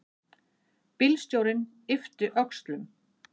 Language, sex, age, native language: Icelandic, female, 50-59, Icelandic